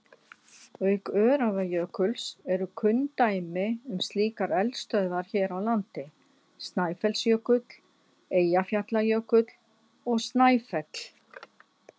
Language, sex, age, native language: Icelandic, female, 60-69, Icelandic